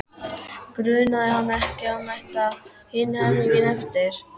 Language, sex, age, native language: Icelandic, male, 12, Icelandic